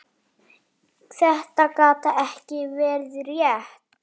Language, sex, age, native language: Icelandic, female, 7, Icelandic